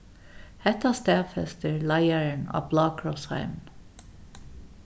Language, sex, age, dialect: Faroese, female, 61+, Suðuroy